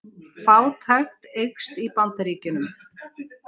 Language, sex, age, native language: Icelandic, female, 60-69, Icelandic